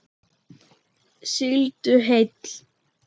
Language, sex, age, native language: Icelandic, male, 10, Icelandic